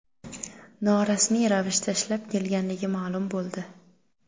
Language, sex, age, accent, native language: Uzbek, female, 12-17, Samarqand, Uzbek